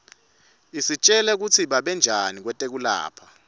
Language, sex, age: Swati, male, 25